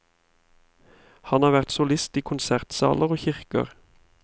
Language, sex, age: Norwegian, male, 31